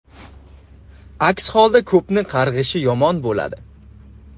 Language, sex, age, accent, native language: Uzbek, male, 25-34, Andijon, Uzbek